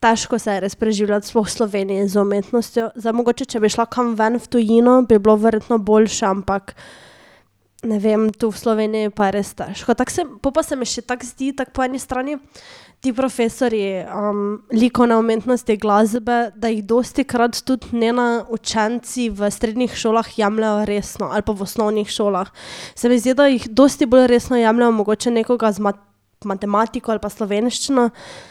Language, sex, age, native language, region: Slovenian, female, 18-29, Slovenian, Drava region